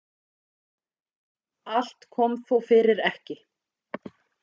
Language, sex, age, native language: Icelandic, female, 40-49, Icelandic